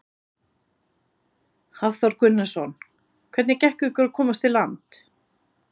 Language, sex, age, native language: Icelandic, female, 50-59, Icelandic